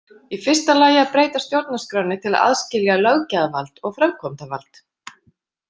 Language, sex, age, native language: Icelandic, female, 50-59, Icelandic